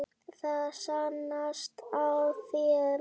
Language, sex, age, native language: Icelandic, male, 9, Icelandic